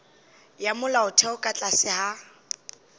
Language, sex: Northern Sotho, female